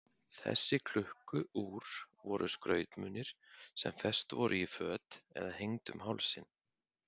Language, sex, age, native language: Icelandic, male, 50-59, Icelandic